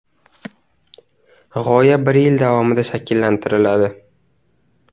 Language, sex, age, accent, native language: Uzbek, male, under 19, Navoiy, Uzbek